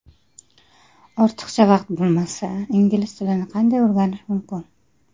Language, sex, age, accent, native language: Uzbek, female, 30-39, Qashqadaryo, Uzbek